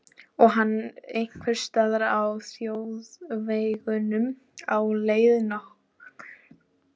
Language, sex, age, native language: Icelandic, female, 12, Icelandic